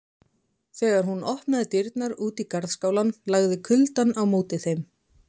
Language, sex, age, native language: Icelandic, female, 20-29, Icelandic